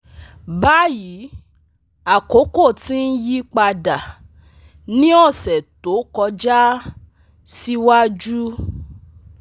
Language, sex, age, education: Yoruba, female, 30-45, tertiary